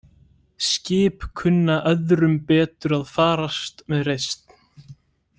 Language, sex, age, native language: Icelandic, male, 18-19, Icelandic